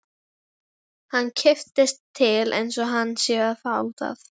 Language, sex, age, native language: Icelandic, female, 11, Icelandic